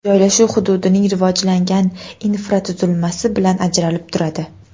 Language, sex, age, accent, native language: Uzbek, female, 18-24, Namangan, Uzbek